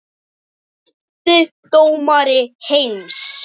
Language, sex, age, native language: Icelandic, male, 10, Icelandic